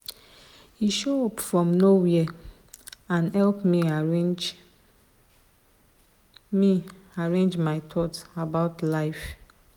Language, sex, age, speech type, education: Nigerian Pidgin, female, 30-45, spontaneous, tertiary